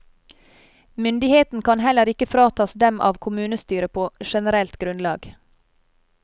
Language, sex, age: Norwegian, female, 30